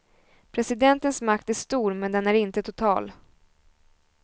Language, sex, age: Swedish, female, 20